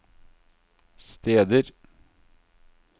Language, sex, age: Norwegian, male, 38